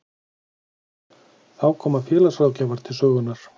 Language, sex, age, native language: Icelandic, male, 40-49, Icelandic